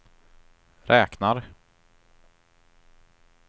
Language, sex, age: Swedish, male, 23